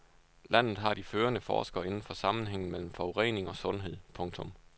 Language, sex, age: Danish, male, 29